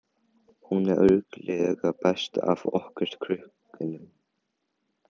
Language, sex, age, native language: Icelandic, male, 18-19, Chinese